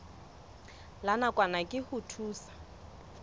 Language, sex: Southern Sotho, female